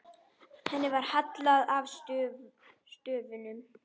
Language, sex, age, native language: Icelandic, female, 10, Icelandic